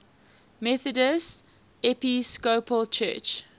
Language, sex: English, female